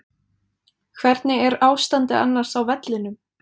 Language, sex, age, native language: Icelandic, female, 20-29, Icelandic